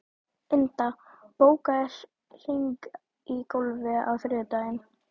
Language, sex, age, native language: Icelandic, female, 12, Icelandic